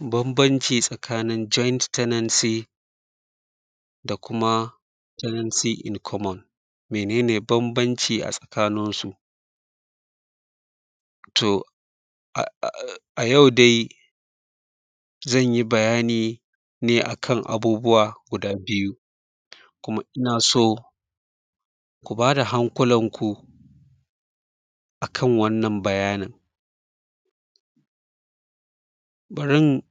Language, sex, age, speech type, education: Hausa, male, 30-45, spontaneous, secondary